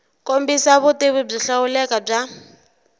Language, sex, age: Tsonga, female, 23